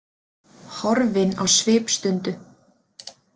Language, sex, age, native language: Icelandic, female, 30-39, Icelandic